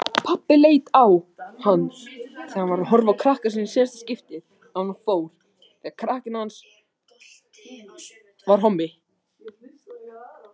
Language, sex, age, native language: Icelandic, other, 18-19, Icelandic